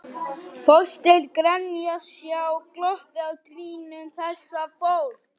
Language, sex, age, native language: Icelandic, male, 11, Icelandic